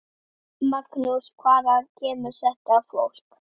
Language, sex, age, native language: Icelandic, male, 7, Icelandic